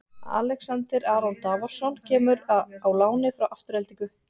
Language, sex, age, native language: Icelandic, female, 40-49, Icelandic